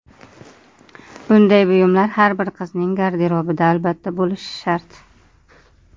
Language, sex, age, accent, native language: Uzbek, female, 30-39, Qashqadaryo, Uzbek